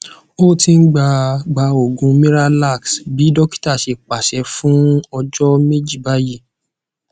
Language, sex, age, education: Yoruba, male, 15-29, tertiary